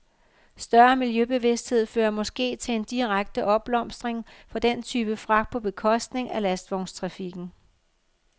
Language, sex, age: Danish, female, 50